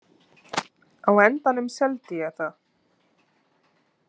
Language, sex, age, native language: Icelandic, female, 30-39, Icelandic